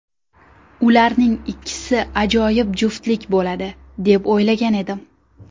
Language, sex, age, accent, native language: Uzbek, female, 19-29, Surxondaryo, Uzbek